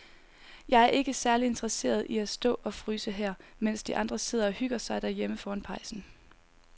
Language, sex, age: Danish, female, 19